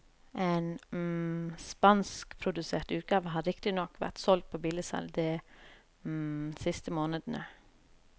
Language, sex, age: Norwegian, female, 30